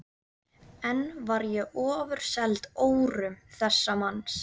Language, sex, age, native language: Icelandic, female, 13, Icelandic